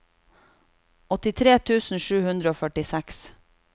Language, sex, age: Norwegian, female, 36